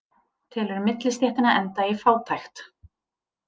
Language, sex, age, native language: Icelandic, female, 30-39, Icelandic